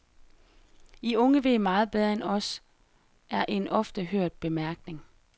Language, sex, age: Danish, female, 33